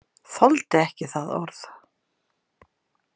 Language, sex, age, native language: Icelandic, female, 50-59, Icelandic